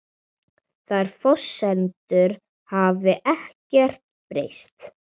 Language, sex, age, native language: Icelandic, male, 40-49, Icelandic